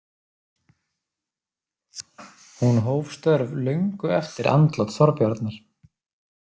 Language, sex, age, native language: Icelandic, male, 30-39, Icelandic